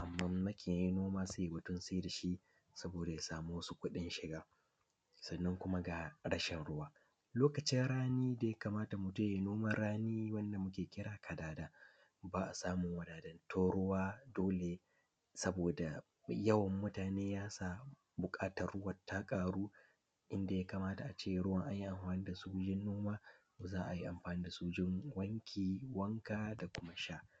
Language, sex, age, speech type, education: Hausa, male, 15-29, spontaneous, primary